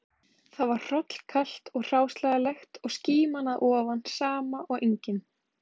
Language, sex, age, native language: Icelandic, female, 20-29, Icelandic